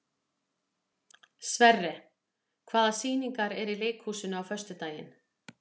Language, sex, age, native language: Icelandic, female, 40-49, Icelandic